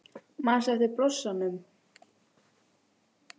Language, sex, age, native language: Icelandic, female, 16, Icelandic